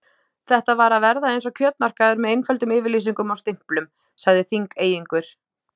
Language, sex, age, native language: Icelandic, female, 18-19, Icelandic